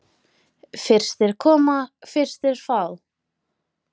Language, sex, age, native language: Icelandic, female, 30-39, Icelandic